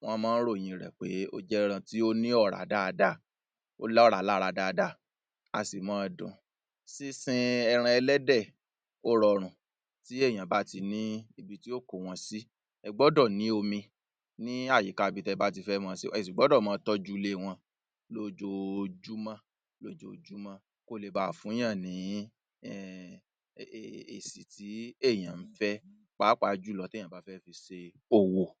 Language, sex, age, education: Yoruba, male, 30-45, tertiary